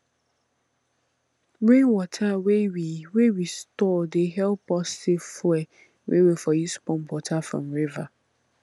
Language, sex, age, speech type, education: Nigerian Pidgin, female, 15-29, spontaneous, tertiary